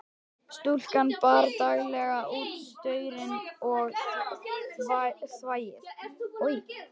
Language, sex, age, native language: Icelandic, male, 11, Icelandic